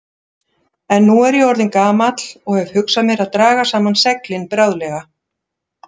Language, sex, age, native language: Icelandic, female, 60-69, Icelandic